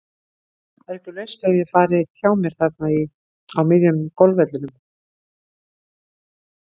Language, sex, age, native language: Icelandic, female, 60-69, Icelandic